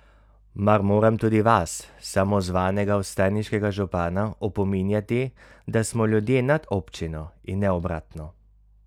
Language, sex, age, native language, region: Slovenian, male, 30-49, Slovenian, Carinthia region